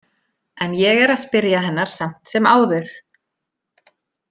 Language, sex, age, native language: Icelandic, female, 30-39, Icelandic